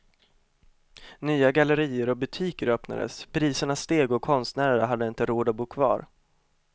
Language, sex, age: Swedish, male, 25